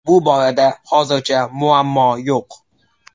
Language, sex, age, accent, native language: Uzbek, male, 18-24, Toshkent shahri, Uzbek